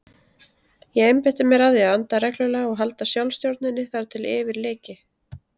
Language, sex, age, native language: Icelandic, female, 30-39, Icelandic